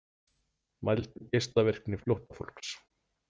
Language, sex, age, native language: Icelandic, male, 40-49, Icelandic